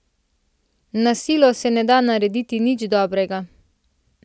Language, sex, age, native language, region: Slovenian, female, 18-29, Slovenian, Central Slovenia